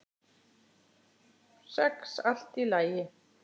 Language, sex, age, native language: Icelandic, female, 8, Icelandic